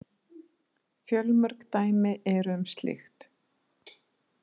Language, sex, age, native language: Icelandic, female, 40-49, Icelandic